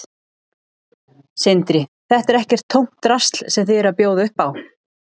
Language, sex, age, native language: Icelandic, female, 30-39, Icelandic